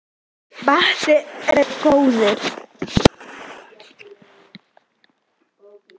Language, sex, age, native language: Icelandic, female, 10, Icelandic